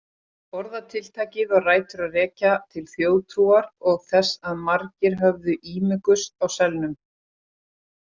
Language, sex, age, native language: Icelandic, female, 40-49, Icelandic